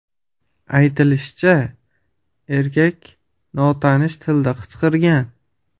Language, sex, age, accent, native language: Uzbek, male, 25-34, Farg'ona, Uzbek